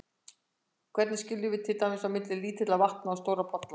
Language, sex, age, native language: Icelandic, female, 60-69, Icelandic